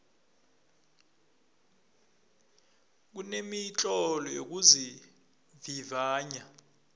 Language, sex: South Ndebele, male